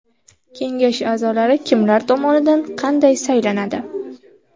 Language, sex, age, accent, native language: Uzbek, female, 18-24, Andijon, Uzbek